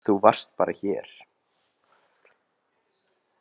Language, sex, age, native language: Icelandic, male, 20-29, Icelandic